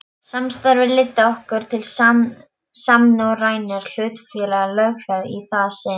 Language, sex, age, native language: Icelandic, female, 12, Polish